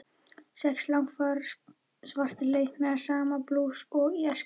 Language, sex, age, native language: Icelandic, female, 13, Icelandic